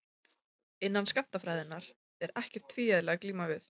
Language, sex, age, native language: Icelandic, female, 20-29, Icelandic